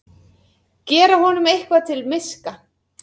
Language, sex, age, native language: Icelandic, female, 30-39, Icelandic